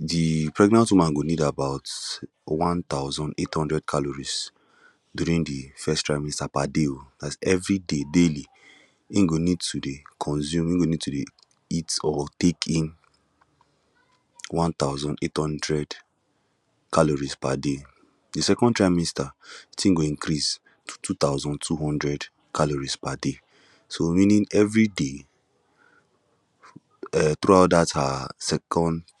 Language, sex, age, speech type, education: Nigerian Pidgin, male, 15-29, spontaneous, tertiary